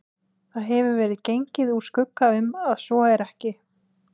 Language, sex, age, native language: Icelandic, female, 20-29, Icelandic